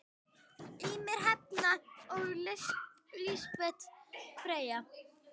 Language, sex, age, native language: Icelandic, male, 10, Icelandic